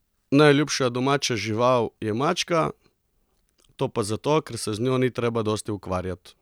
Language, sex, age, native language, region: Slovenian, male, 30-49, Slovenian, Coastal Karst region